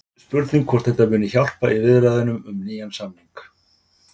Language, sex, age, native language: Icelandic, male, 50-59, Icelandic